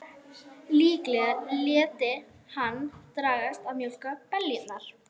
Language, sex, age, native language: Icelandic, female, 11, Icelandic